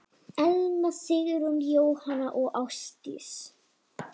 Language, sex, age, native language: Icelandic, female, 7, Icelandic